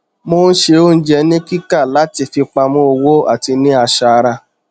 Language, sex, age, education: Yoruba, male, 30-45, tertiary